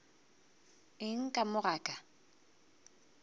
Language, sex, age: Northern Sotho, female, 22